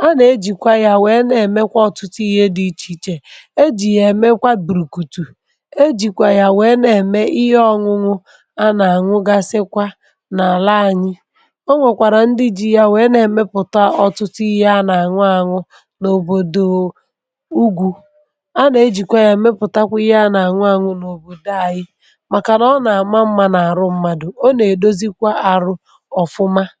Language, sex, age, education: Igbo, female, 46-60, tertiary